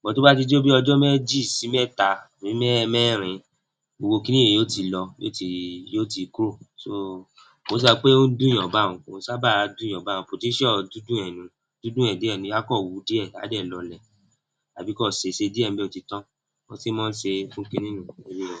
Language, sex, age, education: Yoruba, male, 30-45, tertiary